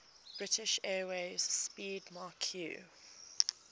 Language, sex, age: English, female, 20